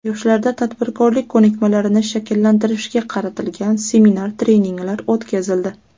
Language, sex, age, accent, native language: Uzbek, female, under 19, Toshkent shahri, Uzbek